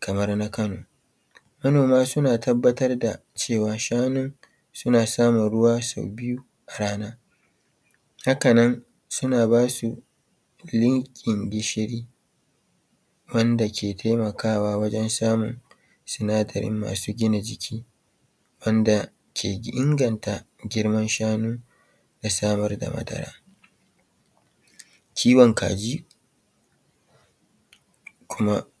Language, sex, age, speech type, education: Hausa, male, 30-45, spontaneous, tertiary